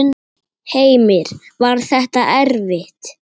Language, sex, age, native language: Icelandic, male, 8, Icelandic